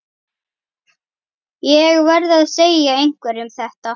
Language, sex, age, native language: Icelandic, female, 11, Icelandic